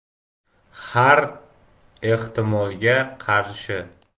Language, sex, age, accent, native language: Uzbek, male, 18-24, Farg'ona, Uzbek